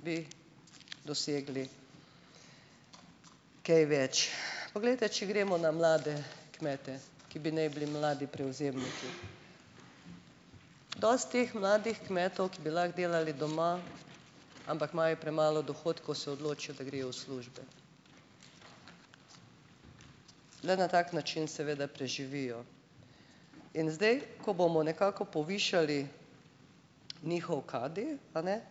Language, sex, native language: Slovenian, female, Slovenian